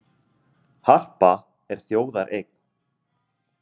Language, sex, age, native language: Icelandic, male, 30-39, Icelandic